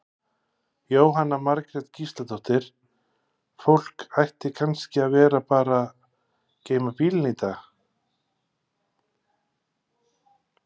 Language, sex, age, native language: Icelandic, male, 50-59, Icelandic